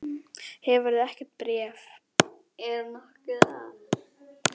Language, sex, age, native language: Icelandic, female, 10, Icelandic